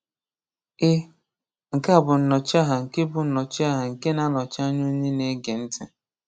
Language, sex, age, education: Igbo, male, 15-29, tertiary